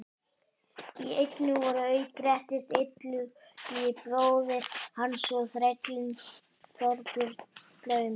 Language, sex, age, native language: Icelandic, male, 18-19, Icelandic